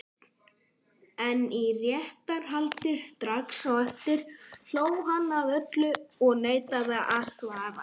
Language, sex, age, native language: Icelandic, female, 30-39, Icelandic